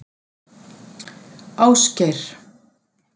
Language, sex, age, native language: Icelandic, female, 60-69, Icelandic